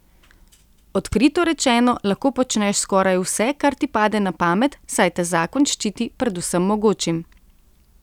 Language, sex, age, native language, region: Slovenian, female, 30-49, Slovenian, Central Slovenia